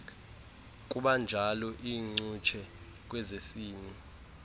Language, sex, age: Xhosa, male, 18